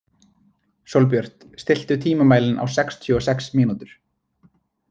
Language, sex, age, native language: Icelandic, male, 20-29, Icelandic